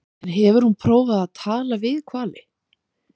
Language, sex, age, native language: Icelandic, female, 30-39, Icelandic